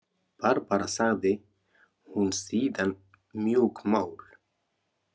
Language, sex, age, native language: Icelandic, male, 40-49, Arabic